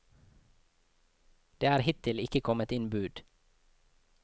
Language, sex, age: Norwegian, male, 24